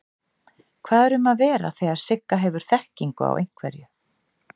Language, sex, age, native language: Icelandic, female, 50-59, Icelandic